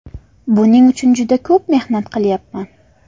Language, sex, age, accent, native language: Uzbek, female, 18-24, Farg'ona, Uzbek